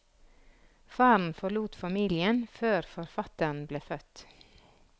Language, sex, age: Norwegian, female, 46